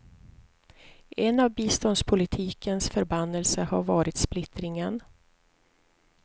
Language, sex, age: Swedish, female, 43